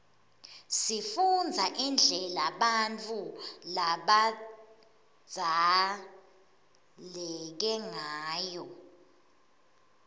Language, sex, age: Swati, female, 22